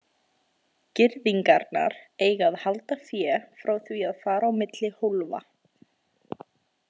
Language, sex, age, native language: Icelandic, female, 20-29, Icelandic